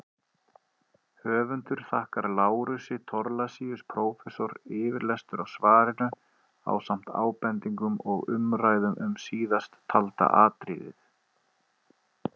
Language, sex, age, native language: Icelandic, male, 30-39, Icelandic